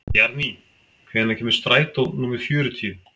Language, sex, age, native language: Icelandic, male, 50-59, Icelandic